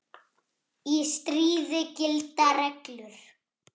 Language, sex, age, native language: Icelandic, female, 6, Icelandic